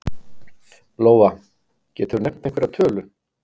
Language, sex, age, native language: Icelandic, male, 50-59, Icelandic